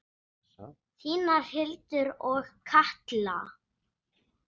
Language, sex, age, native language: Icelandic, male, 6, Icelandic